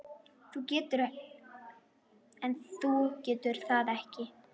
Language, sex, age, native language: Icelandic, female, 10, Icelandic